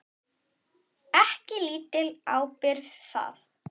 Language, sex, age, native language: Icelandic, male, 9, Icelandic